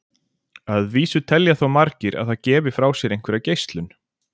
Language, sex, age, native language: Icelandic, male, 40-49, Icelandic